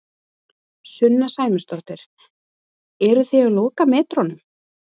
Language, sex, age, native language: Icelandic, female, 30-39, Icelandic